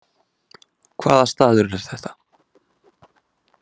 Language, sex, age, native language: Icelandic, male, 20-29, Icelandic